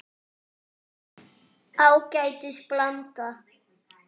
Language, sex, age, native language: Icelandic, male, 8, French